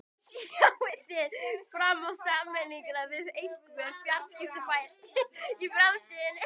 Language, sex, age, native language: Icelandic, female, 12, Icelandic